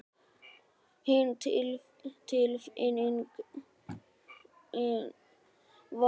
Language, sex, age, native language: Icelandic, male, 12, Icelandic